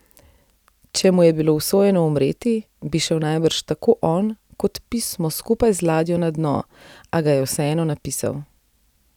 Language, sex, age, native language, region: Slovenian, female, 30-49, Slovenian, Central Slovenia